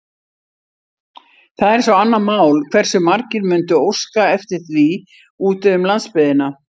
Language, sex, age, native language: Icelandic, female, 60-69, Icelandic